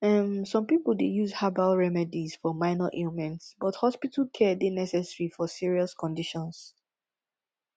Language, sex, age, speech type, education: Nigerian Pidgin, female, 15-29, spontaneous, tertiary